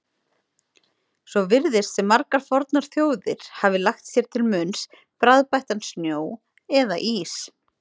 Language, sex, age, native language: Icelandic, female, 30-39, Icelandic